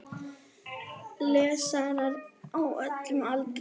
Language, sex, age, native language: Icelandic, female, 8, Icelandic